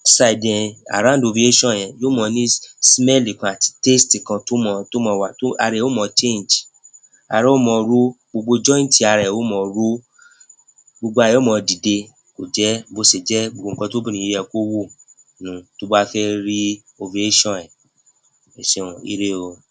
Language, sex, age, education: Yoruba, male, 30-45, tertiary